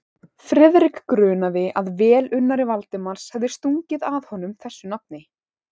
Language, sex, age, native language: Icelandic, female, 18-19, Icelandic